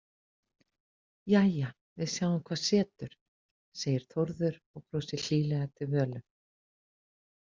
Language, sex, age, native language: Icelandic, female, 50-59, Icelandic